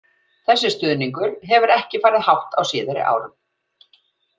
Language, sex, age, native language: Icelandic, female, 40-49, Icelandic